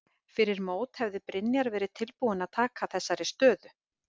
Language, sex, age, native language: Icelandic, female, 50-59, Icelandic